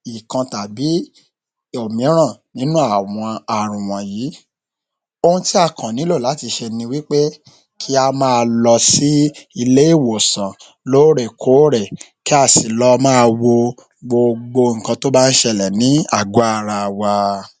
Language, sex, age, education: Yoruba, male, 30-45, tertiary